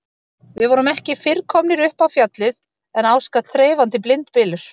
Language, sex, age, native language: Icelandic, female, 30-39, Icelandic